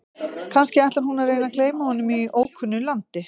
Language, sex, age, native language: Icelandic, female, 50-59, Icelandic